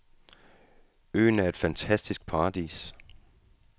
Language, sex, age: Danish, male, 35